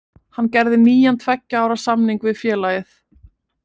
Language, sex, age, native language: Icelandic, female, 20-29, Icelandic